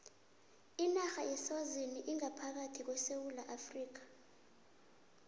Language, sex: South Ndebele, female